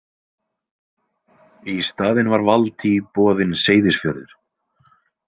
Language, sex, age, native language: Icelandic, male, 20-29, Icelandic